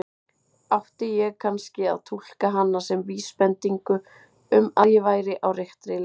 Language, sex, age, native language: Icelandic, female, 30-39, Icelandic